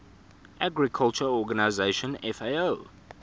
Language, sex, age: English, male, 24